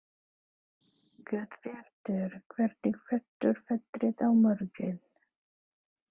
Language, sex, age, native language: Icelandic, female, 30-39, Filipino